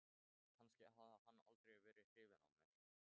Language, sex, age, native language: Icelandic, male, 13, Thai